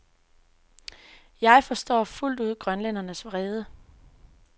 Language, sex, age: Danish, female, 24